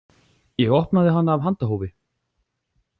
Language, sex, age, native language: Icelandic, male, 40-49, Icelandic